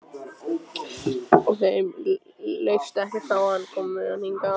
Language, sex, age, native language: Icelandic, male, 13, Icelandic